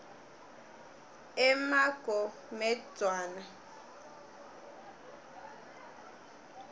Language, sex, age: South Ndebele, female, 21